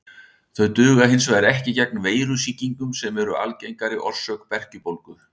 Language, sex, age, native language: Icelandic, male, 60-69, Icelandic